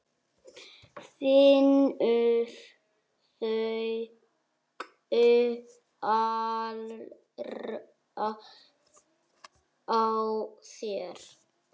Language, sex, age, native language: Icelandic, male, 6, Icelandic